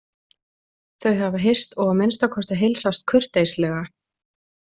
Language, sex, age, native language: Icelandic, female, 20-29, Icelandic